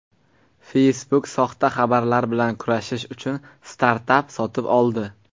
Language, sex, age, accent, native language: Uzbek, male, 19-29, Qashqadaryo, Uzbek